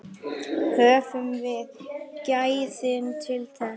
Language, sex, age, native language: Icelandic, female, 9, Icelandic